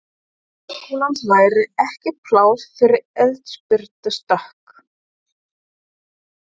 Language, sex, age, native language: Icelandic, female, 40-49, German